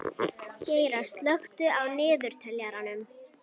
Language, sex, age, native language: Icelandic, female, 11, Icelandic